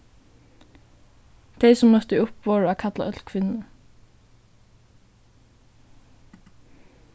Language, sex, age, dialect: Faroese, female, 15-35, Suðurstreymoy